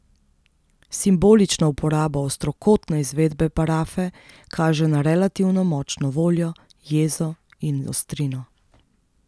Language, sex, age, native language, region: Slovenian, female, 30-49, Slovenian, Central Slovenia